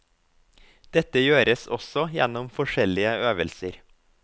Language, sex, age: Norwegian, male, 24